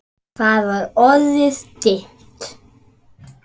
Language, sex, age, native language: Icelandic, male, 9, Icelandic